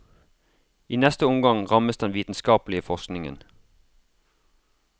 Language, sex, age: Norwegian, male, 33